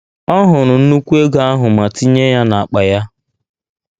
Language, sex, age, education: Igbo, male, 15-29, tertiary